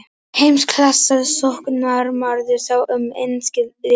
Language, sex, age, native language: Icelandic, male, 18-19, Icelandic